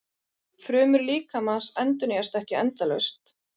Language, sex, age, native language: Icelandic, female, 30-39, Icelandic